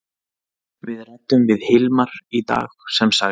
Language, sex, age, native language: Icelandic, male, 30-39, Icelandic